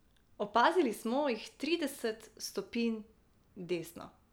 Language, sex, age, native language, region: Slovenian, female, 18-29, Slovenian, Drava region